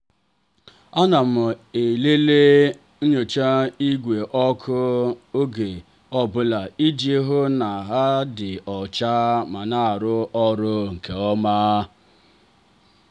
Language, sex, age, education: Igbo, male, 30-45, tertiary